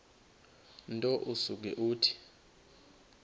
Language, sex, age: Xhosa, male, 21